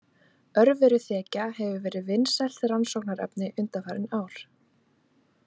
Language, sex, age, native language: Icelandic, female, 20-29, Icelandic